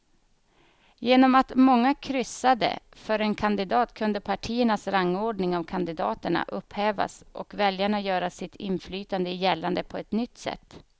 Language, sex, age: Swedish, female, 31